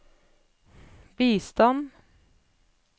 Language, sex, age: Norwegian, female, 28